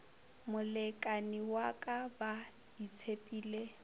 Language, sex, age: Northern Sotho, female, 25